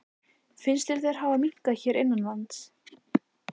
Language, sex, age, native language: Icelandic, female, 14, Icelandic